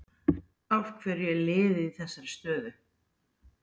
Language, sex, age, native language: Icelandic, female, 40-49, Icelandic